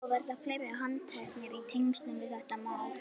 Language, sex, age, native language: Icelandic, female, 11, Icelandic